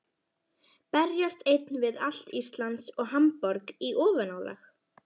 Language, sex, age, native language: Icelandic, female, 11, Icelandic